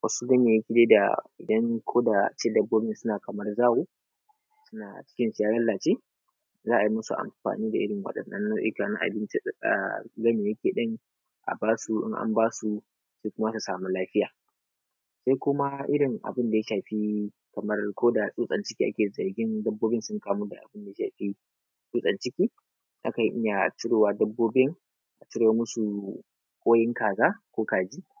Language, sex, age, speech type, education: Hausa, male, 15-29, spontaneous, tertiary